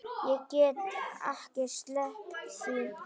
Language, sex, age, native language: Icelandic, female, 9, Icelandic